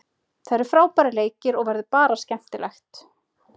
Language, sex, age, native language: Icelandic, female, 30-39, Icelandic